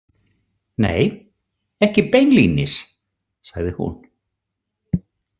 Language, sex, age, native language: Icelandic, male, 60-69, Icelandic